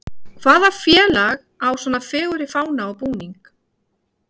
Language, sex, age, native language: Icelandic, female, 50-59, Icelandic